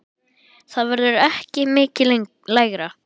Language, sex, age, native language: Icelandic, male, 10, Icelandic